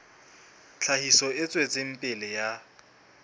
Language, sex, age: Southern Sotho, male, 20